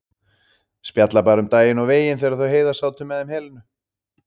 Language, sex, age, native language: Icelandic, male, 30-39, Icelandic